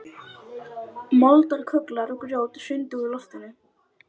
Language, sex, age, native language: Icelandic, female, 12, Icelandic